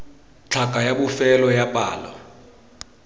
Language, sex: Tswana, male